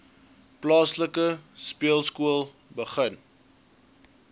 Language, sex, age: Afrikaans, male, 20